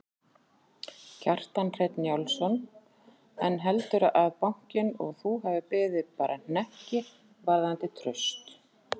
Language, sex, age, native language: Icelandic, female, 40-49, Icelandic